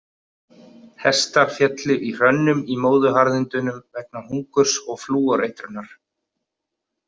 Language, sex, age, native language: Icelandic, male, 30-39, Icelandic